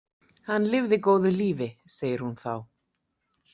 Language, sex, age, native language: Icelandic, female, 40-49, Icelandic